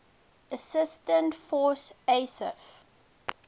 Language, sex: English, female